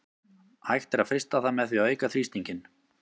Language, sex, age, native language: Icelandic, male, 30-39, Icelandic